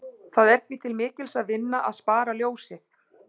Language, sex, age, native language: Icelandic, female, 40-49, Icelandic